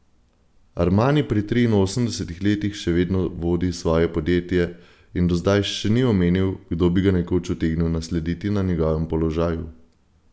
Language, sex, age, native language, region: Slovenian, male, 18-29, Slovenian, Gorenjska region